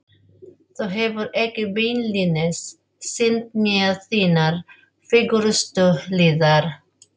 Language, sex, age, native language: Icelandic, female, 40-49, Filipino